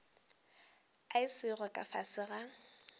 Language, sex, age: Northern Sotho, female, 18